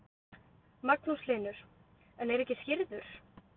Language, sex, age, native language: Icelandic, female, 20-29, Icelandic